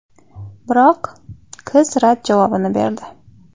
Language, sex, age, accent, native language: Uzbek, female, 25-34, Xorazm, Uzbek